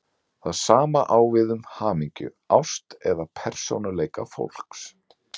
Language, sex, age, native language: Icelandic, male, 40-49, Icelandic